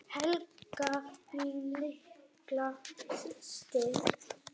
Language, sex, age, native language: Icelandic, male, 8, Icelandic